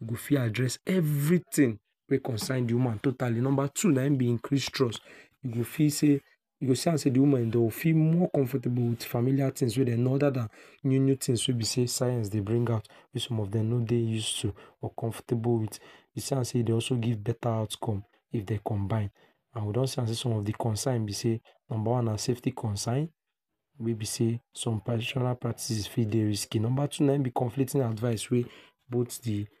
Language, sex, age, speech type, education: Nigerian Pidgin, male, 46-60, spontaneous, tertiary